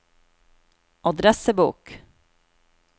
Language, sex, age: Norwegian, female, 36